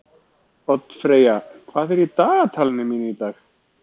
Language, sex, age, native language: Icelandic, male, 40-49, Icelandic